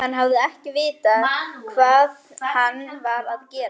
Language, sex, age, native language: Icelandic, female, 11, German